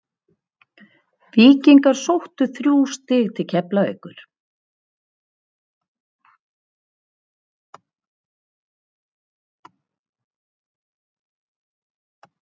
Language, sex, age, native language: Icelandic, female, 50-59, Icelandic